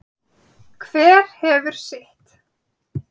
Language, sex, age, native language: Icelandic, female, 30-39, Icelandic